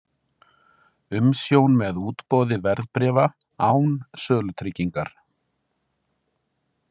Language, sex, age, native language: Icelandic, male, 60-69, Icelandic